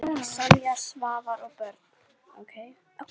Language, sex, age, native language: Icelandic, female, 10, Icelandic